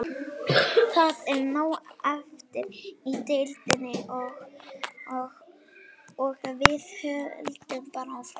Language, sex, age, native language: Icelandic, female, 30-39, Icelandic